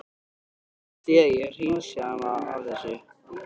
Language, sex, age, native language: Icelandic, male, 13, Icelandic